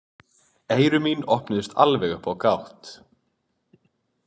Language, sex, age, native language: Icelandic, male, 20-29, Icelandic